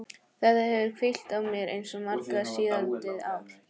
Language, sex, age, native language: Icelandic, female, 15, Icelandic